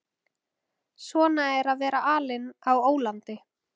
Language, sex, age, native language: Icelandic, female, 14, Icelandic